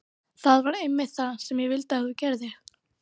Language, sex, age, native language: Icelandic, female, 12, Icelandic